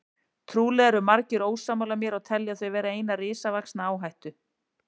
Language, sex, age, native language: Icelandic, female, 40-49, Icelandic